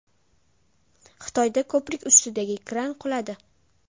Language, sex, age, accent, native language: Uzbek, female, 12-17, Toshkent shahri, Uzbek